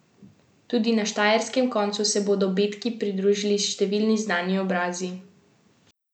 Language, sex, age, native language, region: Slovenian, female, 18-29, Slovenian, Central Slovenia